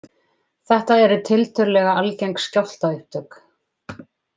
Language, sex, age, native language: Icelandic, female, 20-29, Icelandic